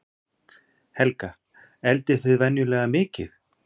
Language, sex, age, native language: Icelandic, male, 40-49, Icelandic